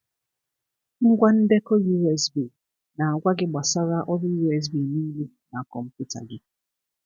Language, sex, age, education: Igbo, female, 30-45, tertiary